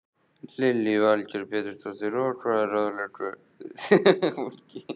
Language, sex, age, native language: Icelandic, male, 14, Icelandic